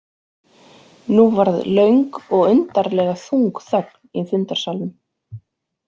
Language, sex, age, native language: Icelandic, female, 40-49, Icelandic